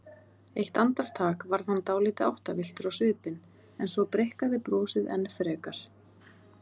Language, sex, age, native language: Icelandic, female, 30-39, Icelandic